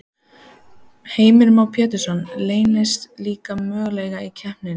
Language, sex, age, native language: Icelandic, female, 14, Icelandic